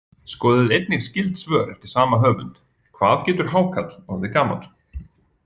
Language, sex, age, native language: Icelandic, male, 40-49, Icelandic